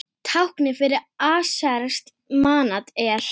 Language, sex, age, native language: Icelandic, female, 8, Icelandic